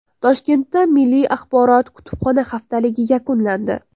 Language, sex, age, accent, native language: Uzbek, female, under 19, Toshkent viloyati, Uzbek